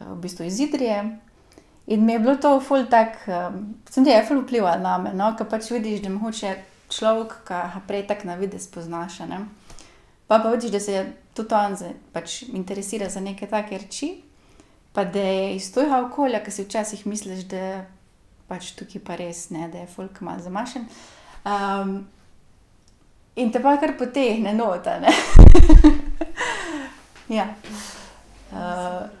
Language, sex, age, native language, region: Slovenian, female, 18-29, Slovenian, Gorica region